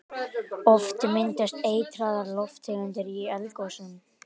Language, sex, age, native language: Icelandic, male, 18-19, Icelandic